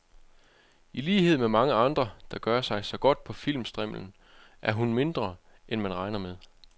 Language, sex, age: Danish, male, 25